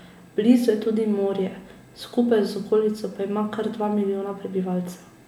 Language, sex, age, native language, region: Slovenian, female, 18-29, Slovenian, Drava region